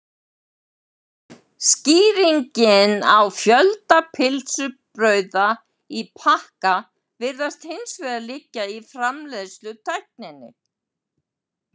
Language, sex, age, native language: Icelandic, female, 70-79, Icelandic